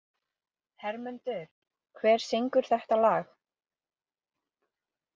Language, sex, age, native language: Icelandic, female, 30-39, English